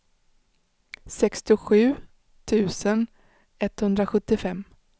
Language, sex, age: Swedish, female, 35